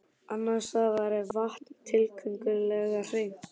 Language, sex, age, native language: Icelandic, male, 12, Icelandic